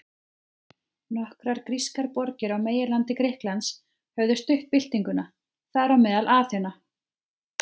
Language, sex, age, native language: Icelandic, female, 30-39, Icelandic